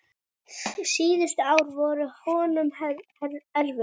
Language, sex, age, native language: Icelandic, female, 7, Icelandic